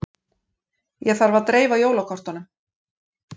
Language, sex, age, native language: Icelandic, female, 40-49, Icelandic